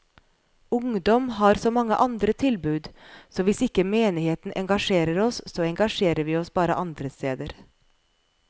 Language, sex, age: Norwegian, female, 41